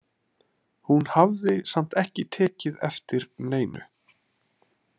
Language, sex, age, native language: Icelandic, male, 30-39, Icelandic